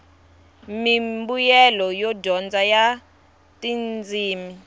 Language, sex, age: Tsonga, female, 23